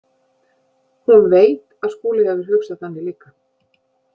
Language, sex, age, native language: Icelandic, female, 50-59, Icelandic